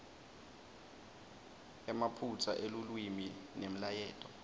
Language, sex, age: Swati, male, 19